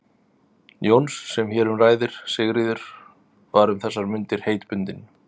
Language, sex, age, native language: Icelandic, male, 30-39, Icelandic